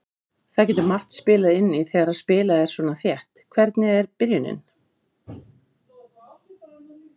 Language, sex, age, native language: Icelandic, female, 50-59, Icelandic